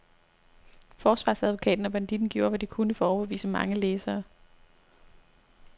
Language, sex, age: Danish, female, 26